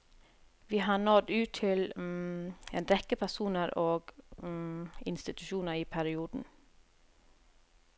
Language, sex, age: Norwegian, female, 30